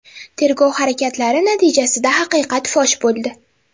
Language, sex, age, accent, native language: Uzbek, female, 12-17, Toshkent shahri, Uzbek